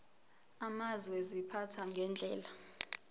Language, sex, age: Zulu, female, 22